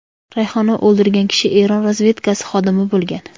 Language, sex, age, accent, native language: Uzbek, female, 19-29, Samarqand, Uzbek